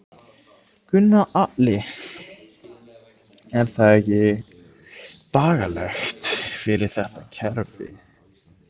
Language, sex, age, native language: Icelandic, male, 15, Icelandic